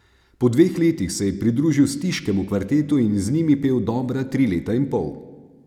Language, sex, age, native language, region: Slovenian, male, 30-49, Slovenian, Savinja region